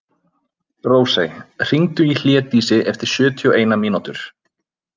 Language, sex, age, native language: Icelandic, male, 20-29, Icelandic